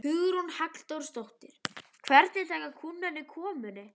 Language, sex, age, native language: Icelandic, female, 12, Icelandic